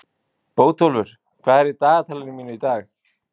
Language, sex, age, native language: Icelandic, male, 20-29, Icelandic